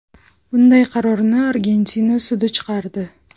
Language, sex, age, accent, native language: Uzbek, female, 25-34, Toshkent shahri, Uzbek